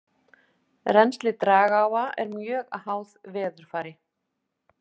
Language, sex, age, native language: Icelandic, female, 50-59, Icelandic